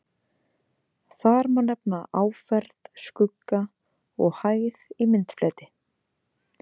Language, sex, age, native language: Icelandic, female, 20-29, Icelandic